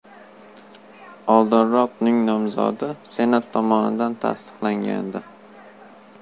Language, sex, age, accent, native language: Uzbek, male, 18-24, Farg'ona, Uzbek